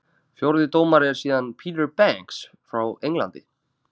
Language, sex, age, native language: Icelandic, male, 30-39, Icelandic